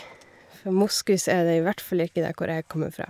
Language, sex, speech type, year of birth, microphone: Norwegian, female, spontaneous, 1990, Shure